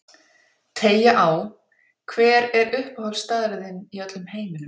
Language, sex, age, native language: Icelandic, female, 40-49, Icelandic